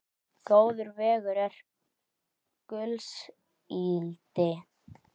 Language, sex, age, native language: Icelandic, male, 9, Icelandic